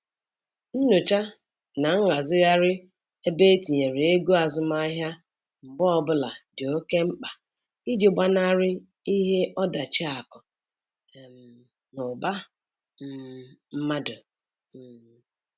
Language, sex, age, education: Igbo, female, 46-60, tertiary